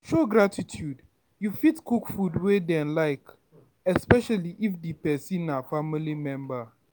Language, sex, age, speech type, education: Nigerian Pidgin, male, 15-29, spontaneous, tertiary